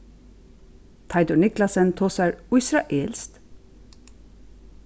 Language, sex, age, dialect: Faroese, female, 36-60, Suðurstreymoy